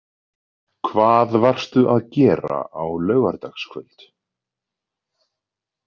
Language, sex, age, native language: Icelandic, male, 40-49, Icelandic